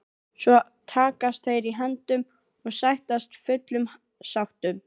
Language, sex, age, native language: Icelandic, female, 11, Icelandic